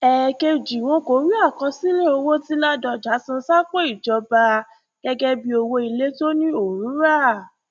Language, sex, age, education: Yoruba, female, 15-29, tertiary